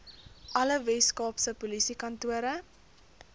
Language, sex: Afrikaans, female